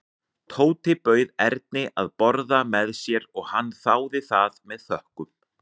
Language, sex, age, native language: Icelandic, male, 40-49, Icelandic